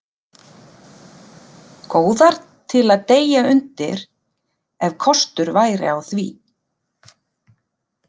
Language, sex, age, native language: Icelandic, female, 40-49, Icelandic